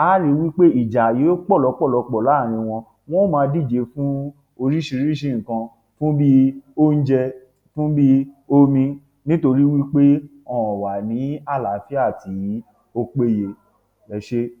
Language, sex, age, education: Yoruba, male, 30-45, tertiary